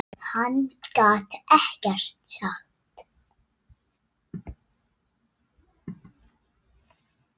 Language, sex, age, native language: Icelandic, female, 6, Icelandic